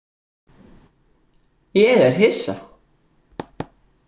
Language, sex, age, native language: Icelandic, female, 60-69, Icelandic